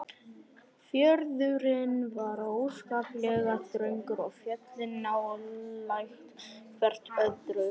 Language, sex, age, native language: Icelandic, male, 11, Icelandic